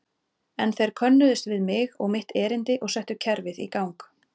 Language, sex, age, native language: Icelandic, female, 30-39, Icelandic